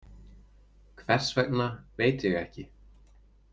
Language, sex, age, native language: Icelandic, male, 20-29, Icelandic